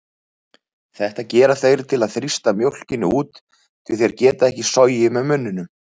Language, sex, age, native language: Icelandic, male, 30-39, Icelandic